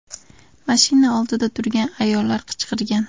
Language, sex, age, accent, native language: Uzbek, female, 18-24, Andijon, Uzbek